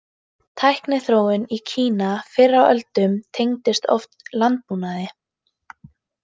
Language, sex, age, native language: Icelandic, female, 18-19, Icelandic